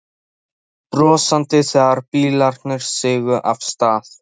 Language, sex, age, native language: Icelandic, male, 13, Polish